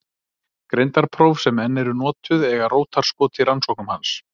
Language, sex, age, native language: Icelandic, male, 30-39, Icelandic